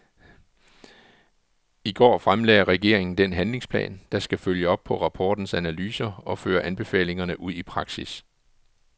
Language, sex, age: Danish, male, 44